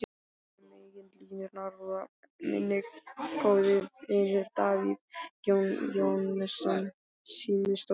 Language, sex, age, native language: Icelandic, male, 12, Icelandic